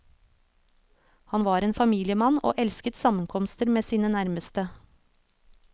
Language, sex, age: Norwegian, female, 36